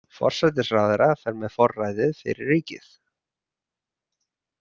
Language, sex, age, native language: Icelandic, male, 30-39, Icelandic